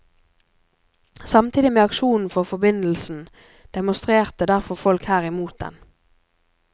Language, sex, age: Norwegian, female, 24